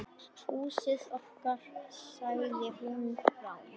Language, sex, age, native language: Icelandic, male, 10, Icelandic